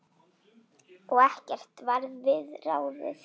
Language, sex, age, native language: Icelandic, female, 9, Icelandic